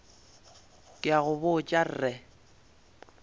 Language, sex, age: Northern Sotho, male, 22